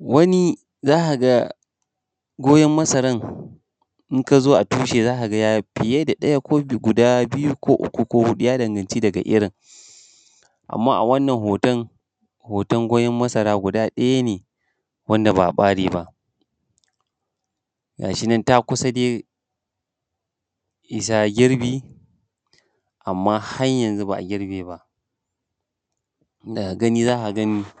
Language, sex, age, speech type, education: Hausa, male, 30-45, spontaneous, primary